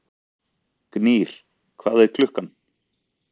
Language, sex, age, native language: Icelandic, male, 40-49, Icelandic